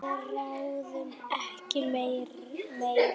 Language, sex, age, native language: Icelandic, female, 9, Icelandic